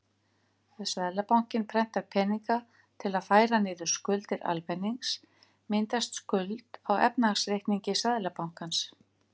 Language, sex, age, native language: Icelandic, female, 50-59, Icelandic